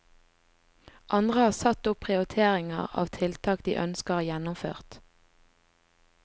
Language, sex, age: Norwegian, female, 20